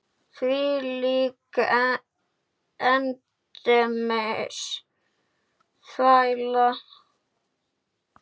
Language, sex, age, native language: Icelandic, male, 8, Icelandic